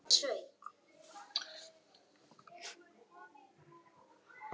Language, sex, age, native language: Icelandic, male, 11, Icelandic